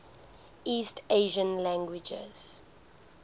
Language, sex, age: English, female, 19